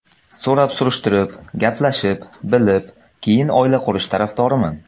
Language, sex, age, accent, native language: Uzbek, male, under 19, Samarqand, Uzbek